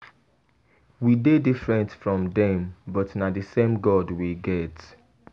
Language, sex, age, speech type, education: Nigerian Pidgin, male, 15-29, spontaneous, tertiary